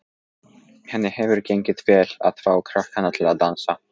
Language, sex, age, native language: Icelandic, male, 14, Polish